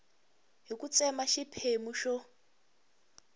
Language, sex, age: Tsonga, female, 21